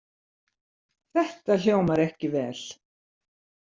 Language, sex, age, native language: Icelandic, female, 70-79, Icelandic